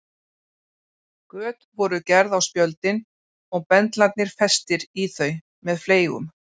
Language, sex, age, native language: Icelandic, female, 40-49, Icelandic